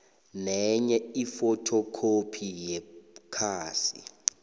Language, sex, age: South Ndebele, male, 22